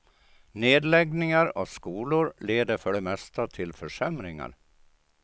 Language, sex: Swedish, male